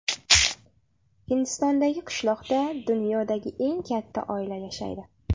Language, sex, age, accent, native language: Uzbek, female, 18-24, Farg'ona, Uzbek